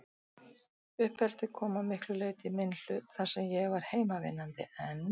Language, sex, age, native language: Icelandic, female, 60-69, Icelandic